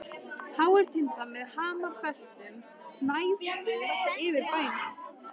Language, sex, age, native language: Icelandic, female, 13, Icelandic